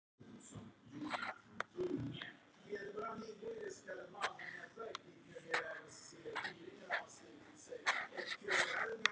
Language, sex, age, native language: Icelandic, male, 50-59, Icelandic